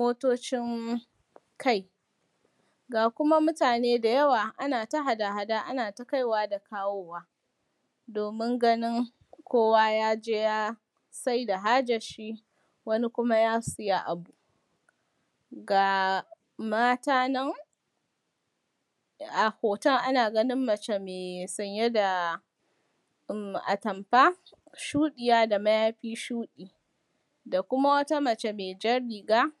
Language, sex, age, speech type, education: Hausa, female, 15-29, spontaneous, primary